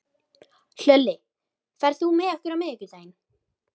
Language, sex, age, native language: Icelandic, female, 13, Icelandic